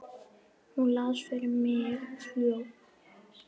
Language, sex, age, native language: Icelandic, female, 9, Icelandic